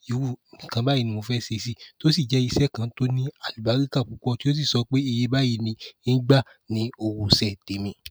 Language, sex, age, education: Yoruba, male, 15-29, tertiary